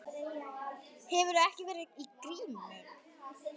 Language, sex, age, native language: Icelandic, male, 10, Icelandic